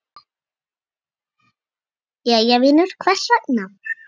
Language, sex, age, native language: Icelandic, female, 8, Icelandic